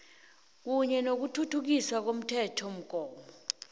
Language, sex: South Ndebele, female